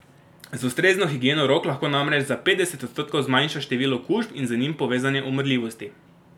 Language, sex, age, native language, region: Slovenian, male, 18-29, Slovenian, Drava region